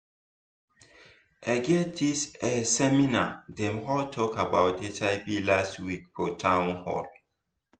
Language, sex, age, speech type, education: Nigerian Pidgin, male, 15-29, spontaneous, tertiary